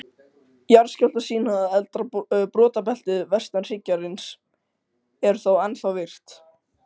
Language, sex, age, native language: Icelandic, male, 18-19, Icelandic